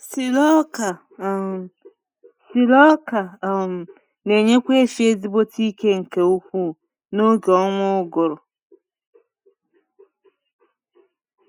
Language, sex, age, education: Igbo, female, 30-45, tertiary